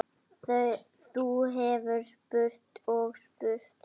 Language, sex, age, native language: Icelandic, female, 7, Icelandic